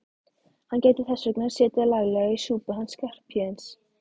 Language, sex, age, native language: Icelandic, female, 12, Icelandic